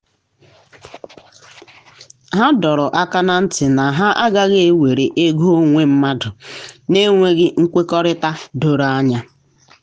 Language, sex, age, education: Igbo, female, 15-29, tertiary